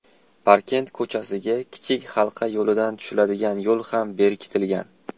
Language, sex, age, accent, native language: Uzbek, male, 19-29, Toshkent shahri, Uzbek